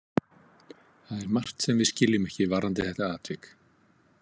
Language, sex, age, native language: Icelandic, male, 50-59, Icelandic